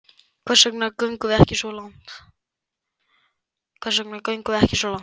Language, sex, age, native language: Icelandic, male, 12, Icelandic